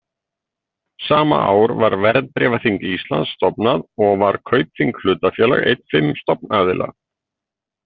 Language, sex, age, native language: Icelandic, male, 50-59, Icelandic